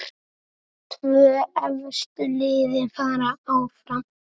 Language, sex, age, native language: Icelandic, female, 7, Icelandic